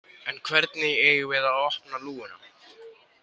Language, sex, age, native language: Icelandic, male, 18-19, Icelandic